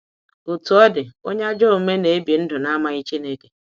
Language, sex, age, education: Igbo, female, 46-60, tertiary